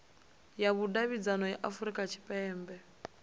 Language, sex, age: Venda, female, 20